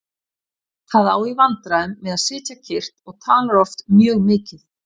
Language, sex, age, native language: Icelandic, female, 50-59, Icelandic